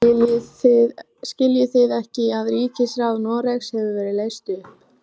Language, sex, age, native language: Icelandic, female, 14, Icelandic